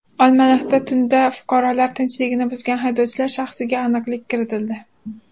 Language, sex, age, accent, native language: Uzbek, female, under 19, Farg'ona, Uzbek